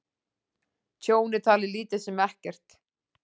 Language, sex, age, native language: Icelandic, female, 40-49, Icelandic